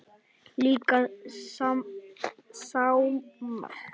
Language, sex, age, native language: Icelandic, male, 9, Icelandic